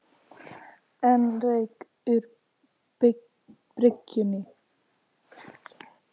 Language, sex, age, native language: Icelandic, female, 18-19, Icelandic